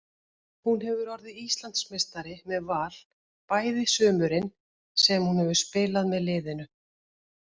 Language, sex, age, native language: Icelandic, female, 50-59, Icelandic